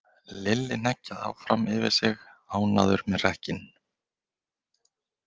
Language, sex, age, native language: Icelandic, male, 20-29, Icelandic